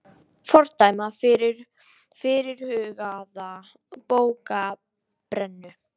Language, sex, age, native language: Icelandic, female, 18-19, Icelandic